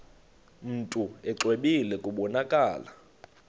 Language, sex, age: Xhosa, male, 35